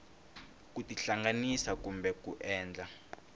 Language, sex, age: Tsonga, male, 21